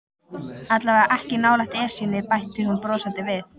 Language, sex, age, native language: Icelandic, female, 14, Icelandic